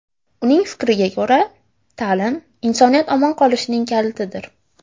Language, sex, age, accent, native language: Uzbek, female, under 19, Farg'ona, Uzbek